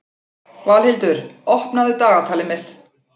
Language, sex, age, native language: Icelandic, female, 40-49, Icelandic